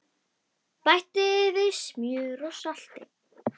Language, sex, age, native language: Icelandic, female, 10, Icelandic